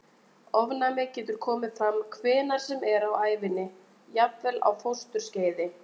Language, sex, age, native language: Icelandic, female, 20-29, Icelandic